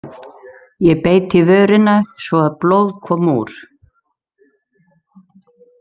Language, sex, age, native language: Icelandic, female, 70-79, Icelandic